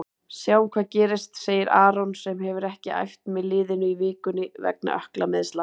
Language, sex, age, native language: Icelandic, female, 30-39, Icelandic